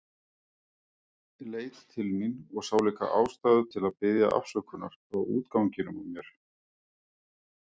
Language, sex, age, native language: Icelandic, female, 50-59, Icelandic